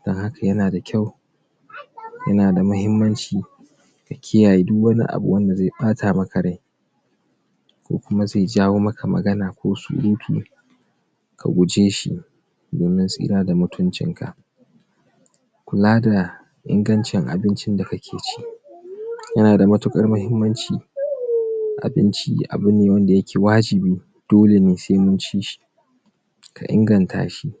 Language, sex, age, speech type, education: Hausa, male, 46-60, spontaneous, tertiary